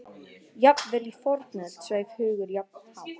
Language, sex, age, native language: Icelandic, female, 18-19, Icelandic